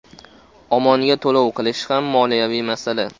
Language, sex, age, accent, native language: Uzbek, male, 18-24, Farg'ona, Uzbek